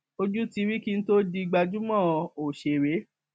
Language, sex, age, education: Yoruba, female, 15-29, tertiary